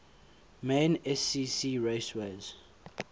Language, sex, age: English, male, 22